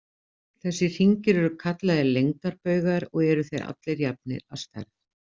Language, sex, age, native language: Icelandic, female, 50-59, Icelandic